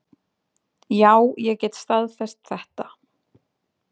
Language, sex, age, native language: Icelandic, female, 20-29, Icelandic